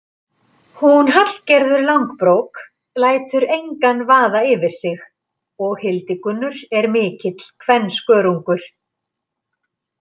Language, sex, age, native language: Icelandic, female, 50-59, Icelandic